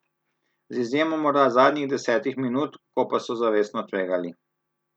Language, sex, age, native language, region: Slovenian, male, 30-49, Slovenian, Southeast Slovenia